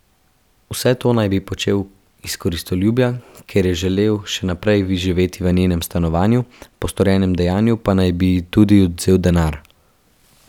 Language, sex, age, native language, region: Slovenian, male, 12-17, Slovenian, Central Slovenia